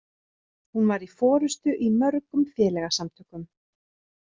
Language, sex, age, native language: Icelandic, female, 30-39, Icelandic